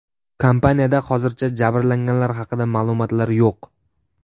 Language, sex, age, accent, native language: Uzbek, male, 12-17, Sirdaryo, Uzbek